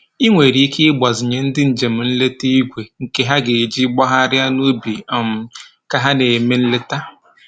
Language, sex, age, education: Igbo, male, 15-29, tertiary